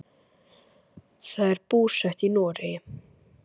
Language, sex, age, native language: Icelandic, female, 9, Icelandic